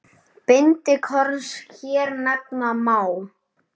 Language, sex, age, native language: Icelandic, male, 9, Icelandic